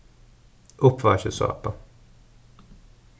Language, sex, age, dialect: Faroese, male, 36-60, Suðurstreymoy